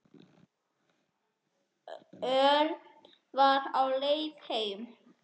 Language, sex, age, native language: Icelandic, male, 10, Icelandic